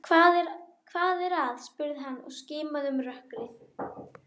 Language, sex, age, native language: Icelandic, female, 12, Icelandic